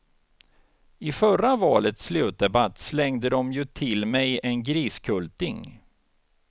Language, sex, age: Swedish, male, 49